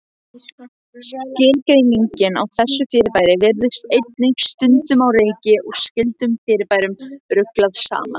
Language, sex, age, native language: Icelandic, other, 18-19, Icelandic